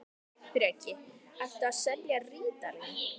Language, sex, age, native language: Icelandic, female, 10, Icelandic